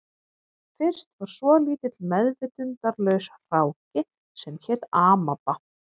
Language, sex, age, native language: Icelandic, female, 30-39, Icelandic